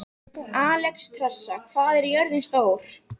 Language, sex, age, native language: Icelandic, female, 13, Icelandic